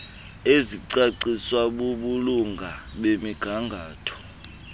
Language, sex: Xhosa, male